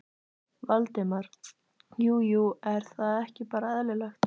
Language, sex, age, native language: Icelandic, female, 14, Icelandic